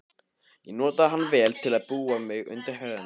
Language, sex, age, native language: Icelandic, male, 15, Icelandic